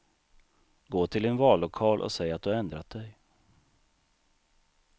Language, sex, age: Swedish, male, 39